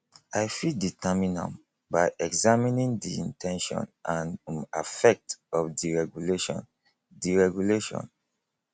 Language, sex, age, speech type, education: Nigerian Pidgin, male, 30-45, spontaneous, tertiary